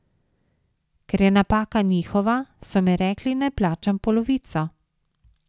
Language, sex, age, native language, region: Slovenian, female, 50-59, Slovenian, Savinja region